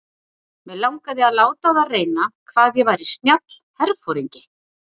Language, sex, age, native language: Icelandic, female, 40-49, Icelandic